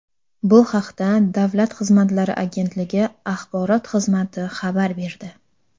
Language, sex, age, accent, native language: Uzbek, female, under 19, Samarqand, Uzbek